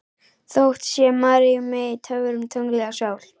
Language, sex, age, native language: Icelandic, female, 11, Icelandic